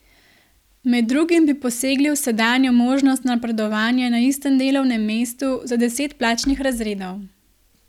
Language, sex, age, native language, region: Slovenian, female, 18-29, Slovenian, Gorenjska region